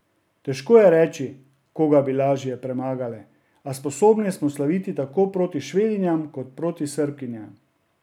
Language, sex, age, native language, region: Slovenian, male, 30-49, Slovenian, Drava region